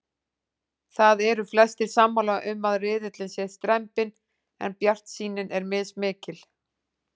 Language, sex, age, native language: Icelandic, female, 40-49, Icelandic